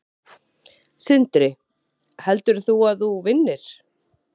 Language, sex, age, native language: Icelandic, female, 30-39, Icelandic